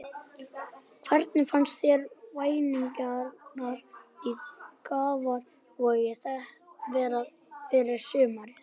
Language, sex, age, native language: Icelandic, male, 11, Icelandic